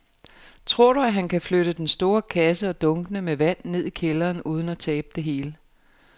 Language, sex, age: Danish, female, 49